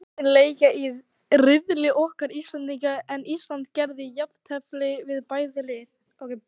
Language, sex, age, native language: Icelandic, female, 18-19, Icelandic